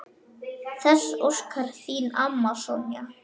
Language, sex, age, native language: Icelandic, male, 9, Icelandic